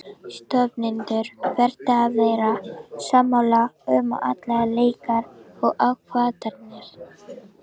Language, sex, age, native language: Icelandic, female, 14, Icelandic